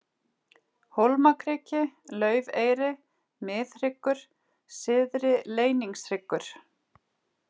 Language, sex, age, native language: Icelandic, female, 30-39, Icelandic